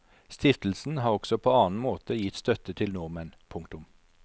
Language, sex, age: Norwegian, male, 43